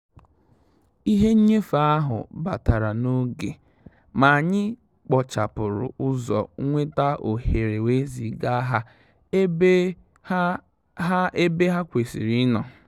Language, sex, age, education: Igbo, male, 15-29, tertiary